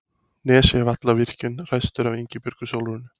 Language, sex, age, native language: Icelandic, male, 20-29, Icelandic